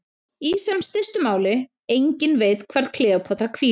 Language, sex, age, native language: Icelandic, female, 30-39, Icelandic